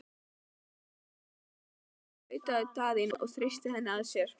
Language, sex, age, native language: Icelandic, female, 12, Icelandic